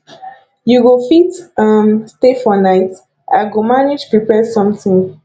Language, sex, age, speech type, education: Nigerian Pidgin, female, 15-29, spontaneous, tertiary